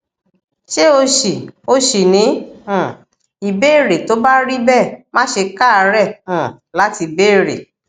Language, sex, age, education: Yoruba, female, 60+, tertiary